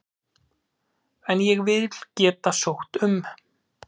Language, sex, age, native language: Icelandic, male, 30-39, Icelandic